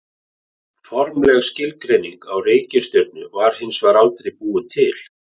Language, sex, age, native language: Icelandic, male, 40-49, Icelandic